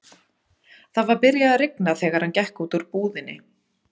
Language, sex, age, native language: Icelandic, female, 30-39, Icelandic